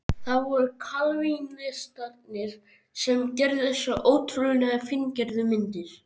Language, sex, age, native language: Icelandic, male, 13, Icelandic